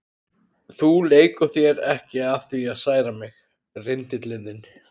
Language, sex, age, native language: Icelandic, male, 30-39, Icelandic